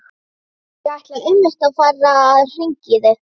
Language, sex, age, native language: Icelandic, female, 12, Icelandic